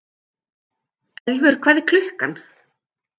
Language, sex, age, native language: Icelandic, female, 50-59, Icelandic